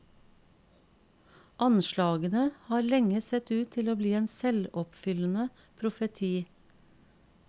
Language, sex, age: Norwegian, female, 50